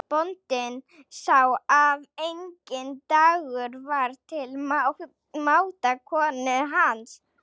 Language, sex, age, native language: Icelandic, female, 20-29, Slovak